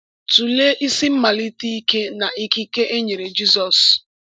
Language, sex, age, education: Igbo, female, 15-29, tertiary